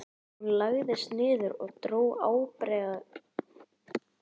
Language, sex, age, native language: Icelandic, male, 11, Icelandic